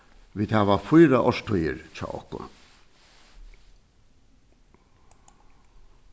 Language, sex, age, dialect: Faroese, male, 61+, Suðurstreymoy